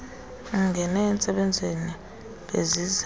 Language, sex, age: Xhosa, female, 30